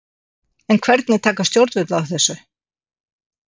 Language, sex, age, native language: Icelandic, female, 60-69, Icelandic